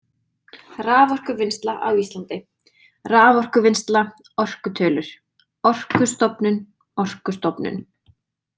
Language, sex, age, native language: Icelandic, female, 20-29, Icelandic